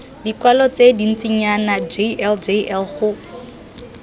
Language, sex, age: Tswana, female, 19